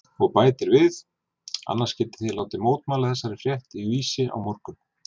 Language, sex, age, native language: Icelandic, male, 40-49, Icelandic